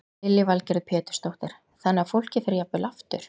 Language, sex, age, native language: Icelandic, female, 40-49, Icelandic